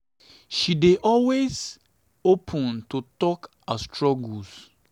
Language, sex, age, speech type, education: Nigerian Pidgin, male, 30-45, spontaneous, secondary